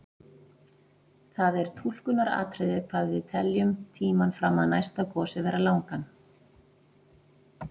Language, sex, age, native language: Icelandic, female, 40-49, Icelandic